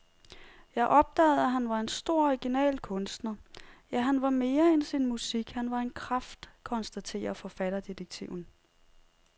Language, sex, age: Danish, female, 30